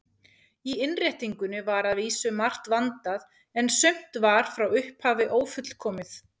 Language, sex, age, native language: Icelandic, female, 40-49, Icelandic